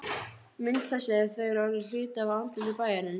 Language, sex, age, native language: Icelandic, female, 12, Icelandic